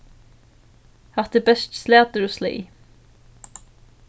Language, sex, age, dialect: Faroese, female, 15-35, Suðurstreymoy